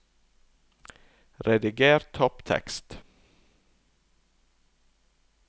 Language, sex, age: Norwegian, male, 39